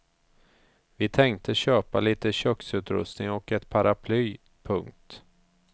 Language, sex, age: Swedish, male, 34